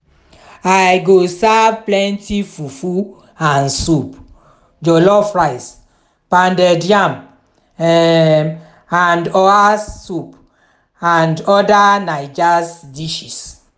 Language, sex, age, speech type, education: Nigerian Pidgin, female, 46-60, spontaneous, tertiary